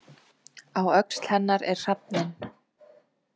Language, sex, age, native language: Icelandic, female, 20-29, Icelandic